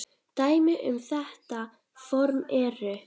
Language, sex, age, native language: Icelandic, female, 10, Icelandic